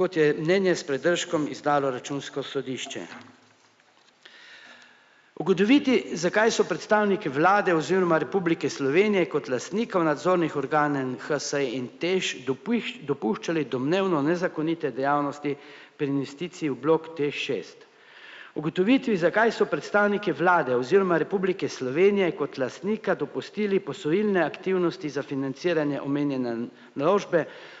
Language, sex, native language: Slovenian, male, Slovenian